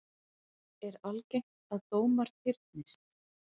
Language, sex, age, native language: Icelandic, female, 40-49, Icelandic